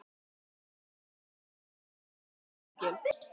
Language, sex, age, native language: Icelandic, female, 12, Icelandic